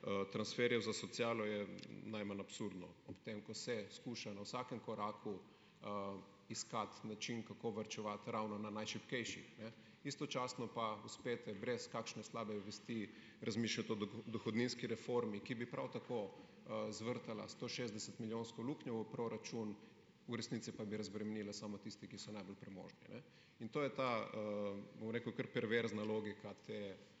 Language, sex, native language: Slovenian, male, Slovenian